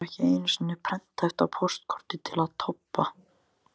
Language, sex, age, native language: Icelandic, male, 14, Icelandic